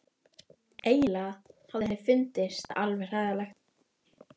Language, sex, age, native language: Icelandic, female, 12, Icelandic